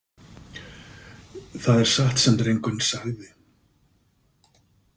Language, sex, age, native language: Icelandic, male, 50-59, Icelandic